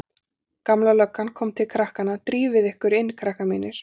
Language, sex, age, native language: Icelandic, female, 40-49, Icelandic